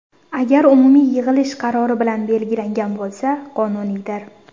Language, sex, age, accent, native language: Uzbek, female, under 19, Surxondaryo, Uzbek